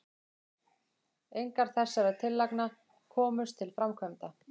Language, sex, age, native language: Icelandic, female, 20-29, Icelandic